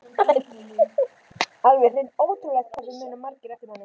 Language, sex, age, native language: Icelandic, female, 12, Icelandic